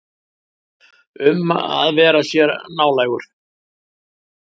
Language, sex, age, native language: Icelandic, male, 60-69, Icelandic